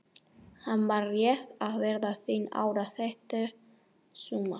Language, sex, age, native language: Icelandic, female, 40-49, Spanish